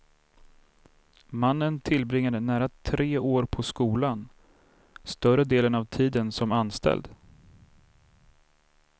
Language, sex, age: Swedish, male, 32